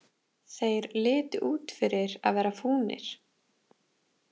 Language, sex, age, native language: Icelandic, female, 20-29, Icelandic